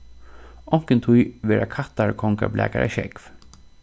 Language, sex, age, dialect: Faroese, male, 36-60, Suðurstreymoy